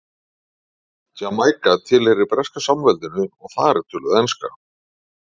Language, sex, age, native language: Icelandic, male, 40-49, Icelandic